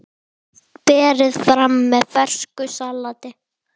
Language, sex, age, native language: Icelandic, female, 10, Icelandic